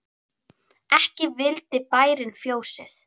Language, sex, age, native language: Icelandic, female, 9, Icelandic